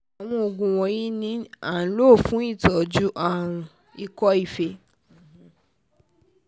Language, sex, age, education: Yoruba, female, 15-29, tertiary